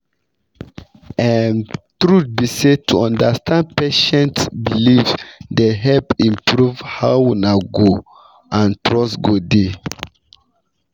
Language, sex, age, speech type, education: Nigerian Pidgin, male, 15-29, spontaneous, tertiary